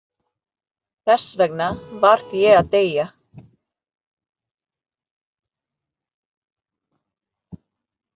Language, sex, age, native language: Icelandic, female, 30-39, Filipino